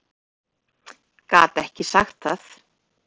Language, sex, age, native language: Icelandic, female, 30-39, Icelandic